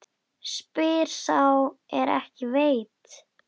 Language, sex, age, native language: Icelandic, female, 10, Icelandic